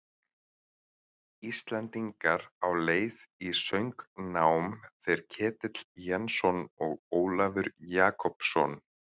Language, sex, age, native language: Icelandic, male, 30-39, Icelandic